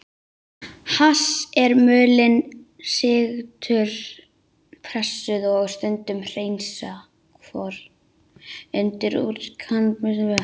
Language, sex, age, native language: Icelandic, female, 18-19, Icelandic